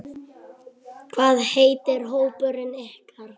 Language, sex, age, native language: Icelandic, female, 30-39, Icelandic